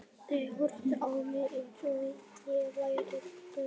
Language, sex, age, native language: Icelandic, male, 11, Icelandic